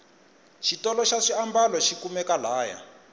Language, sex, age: Tsonga, male, 21